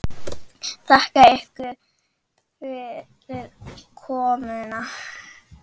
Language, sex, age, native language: Icelandic, female, 9, Icelandic